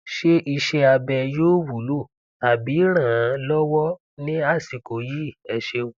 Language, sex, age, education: Yoruba, male, 15-29, tertiary